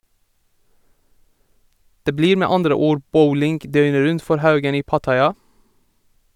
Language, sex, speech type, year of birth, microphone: Norwegian, male, read, 1987, Sennheiser